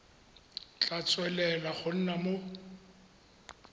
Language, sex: Tswana, male